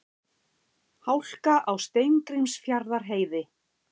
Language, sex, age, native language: Icelandic, female, 50-59, Icelandic